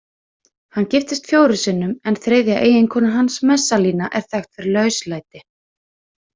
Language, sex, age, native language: Icelandic, female, 20-29, Icelandic